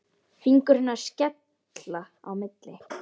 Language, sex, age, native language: Icelandic, male, 10, Icelandic